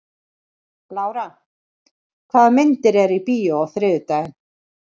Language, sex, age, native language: Icelandic, female, 40-49, Icelandic